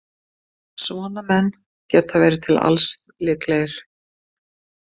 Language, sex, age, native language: Icelandic, female, 50-59, Icelandic